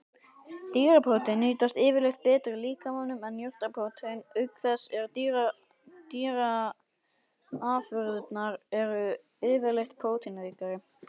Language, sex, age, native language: Icelandic, male, 18-19, Icelandic